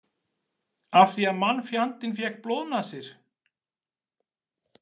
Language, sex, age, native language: Icelandic, male, 40-49, Icelandic